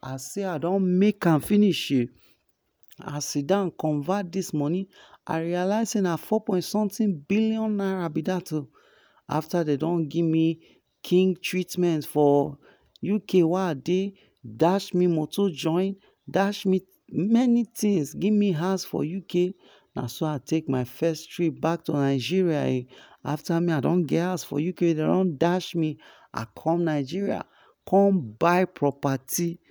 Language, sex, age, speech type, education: Nigerian Pidgin, male, 15-29, spontaneous, tertiary